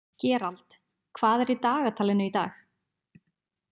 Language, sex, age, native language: Icelandic, female, 20-29, Icelandic